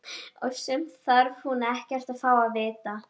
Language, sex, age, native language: Icelandic, female, 12, Icelandic